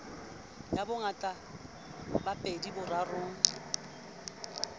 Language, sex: Southern Sotho, female